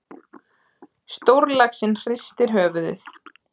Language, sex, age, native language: Icelandic, female, 30-39, Icelandic